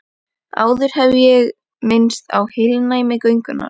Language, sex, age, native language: Icelandic, female, 11, Icelandic